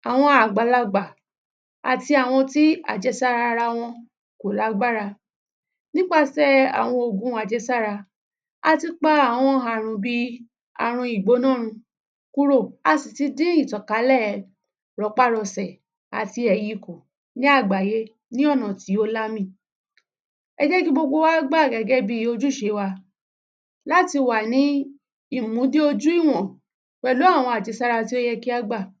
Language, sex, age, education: Yoruba, female, 30-45, tertiary